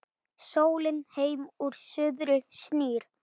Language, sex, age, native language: Icelandic, male, 9, Icelandic